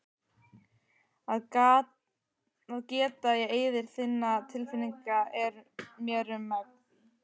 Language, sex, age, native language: Icelandic, female, 12, Icelandic